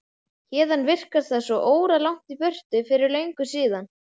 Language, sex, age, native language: Icelandic, male, 11, Icelandic